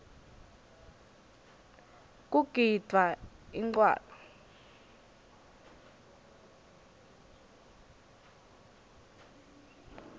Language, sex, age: Swati, female, 23